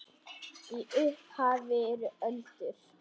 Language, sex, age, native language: Icelandic, female, 10, Icelandic